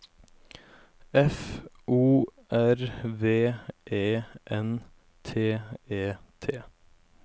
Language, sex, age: Norwegian, male, 17